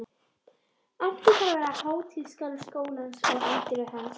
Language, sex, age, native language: Icelandic, female, 13, Icelandic